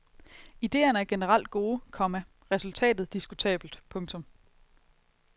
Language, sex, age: Danish, female, 22